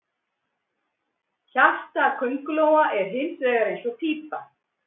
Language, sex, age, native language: Icelandic, female, 60-69, Icelandic